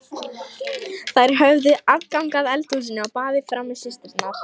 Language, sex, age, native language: Icelandic, female, 18-19, Lithuanian